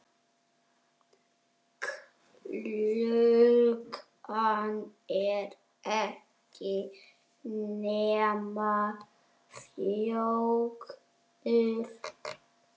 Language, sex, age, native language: Icelandic, male, 6, Icelandic